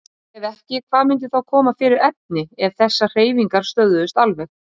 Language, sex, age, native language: Icelandic, female, 30-39, Icelandic